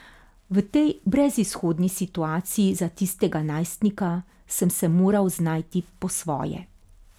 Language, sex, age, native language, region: Slovenian, female, 50-59, Slovenian, Carinthia region